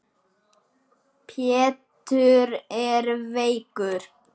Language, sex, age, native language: Icelandic, male, 9, Icelandic